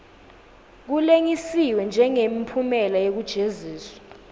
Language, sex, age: Swati, female, 19